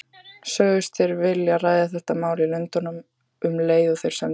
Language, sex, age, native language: Icelandic, female, 18-19, Icelandic